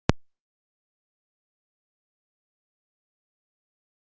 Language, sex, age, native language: Icelandic, female, 40-49, Icelandic